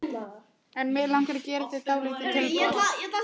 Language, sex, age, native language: Icelandic, female, 11, Icelandic